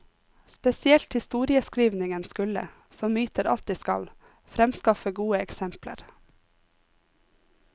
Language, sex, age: Norwegian, female, 26